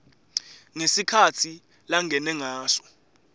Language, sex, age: Swati, male, 18